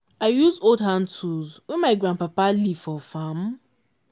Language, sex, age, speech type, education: Nigerian Pidgin, female, 15-29, spontaneous, tertiary